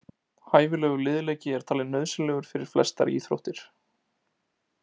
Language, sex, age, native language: Icelandic, male, 20-29, Icelandic